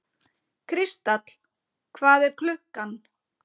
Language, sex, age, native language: Icelandic, female, 50-59, Icelandic